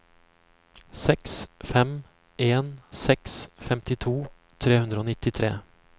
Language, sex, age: Norwegian, male, 35